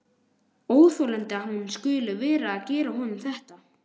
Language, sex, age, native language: Icelandic, male, 12, Icelandic